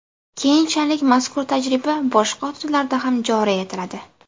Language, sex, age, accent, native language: Uzbek, female, 19-29, Buxoro, Uzbek